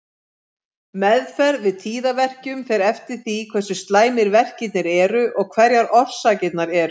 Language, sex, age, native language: Icelandic, female, 50-59, Icelandic